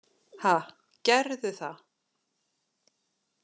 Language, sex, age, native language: Icelandic, female, 40-49, Icelandic